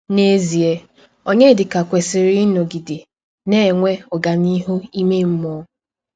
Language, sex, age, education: Igbo, female, 15-29, tertiary